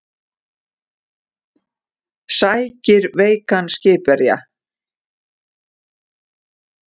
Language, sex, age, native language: Icelandic, female, 60-69, Icelandic